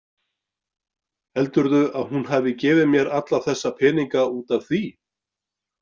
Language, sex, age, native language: Icelandic, male, 40-49, Icelandic